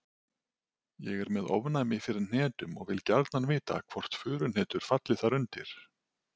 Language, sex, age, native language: Icelandic, male, 40-49, Icelandic